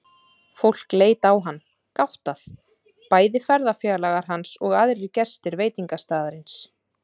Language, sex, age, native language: Icelandic, female, 30-39, Icelandic